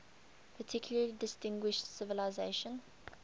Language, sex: English, female